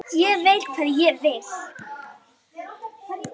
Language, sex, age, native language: Icelandic, female, 9, Icelandic